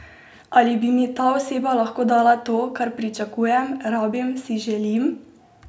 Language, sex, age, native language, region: Slovenian, female, 18-29, Slovenian, Drava region